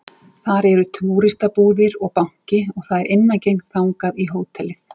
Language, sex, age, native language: Icelandic, female, 40-49, Icelandic